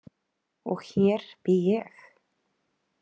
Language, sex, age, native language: Icelandic, female, 30-39, Icelandic